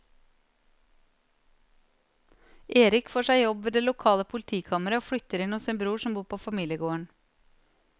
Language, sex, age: Norwegian, female, 39